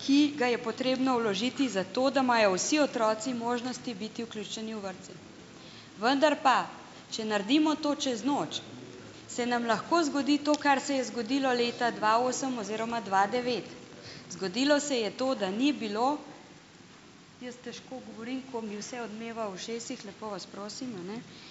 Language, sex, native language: Slovenian, female, Slovenian